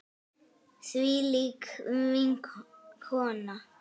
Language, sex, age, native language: Icelandic, male, 9, Icelandic